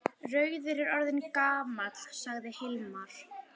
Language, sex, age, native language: Icelandic, female, 11, Icelandic